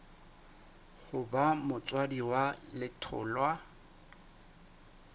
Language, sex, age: Southern Sotho, male, 29